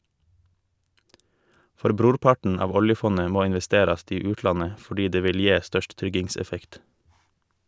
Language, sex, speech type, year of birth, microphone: Norwegian, male, read, 1988, Shure